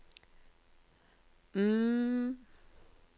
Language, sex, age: Norwegian, female, 42